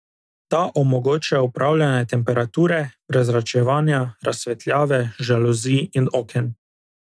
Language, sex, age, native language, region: Slovenian, male, 18-29, Slovenian, Drava region